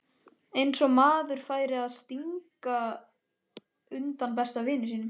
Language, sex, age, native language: Icelandic, male, 13, Icelandic